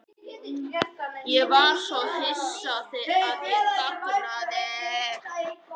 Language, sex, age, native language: Icelandic, male, 11, Icelandic